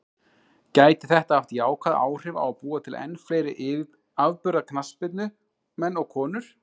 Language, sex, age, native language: Icelandic, male, 30-39, Icelandic